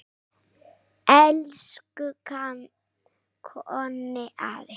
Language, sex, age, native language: Icelandic, female, 9, Icelandic